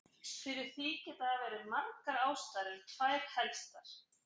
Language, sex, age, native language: Icelandic, female, 40-49, Icelandic